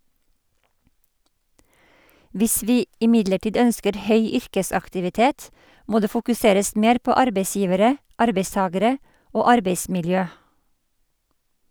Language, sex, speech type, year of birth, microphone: Norwegian, female, read, 1958, Sennheiser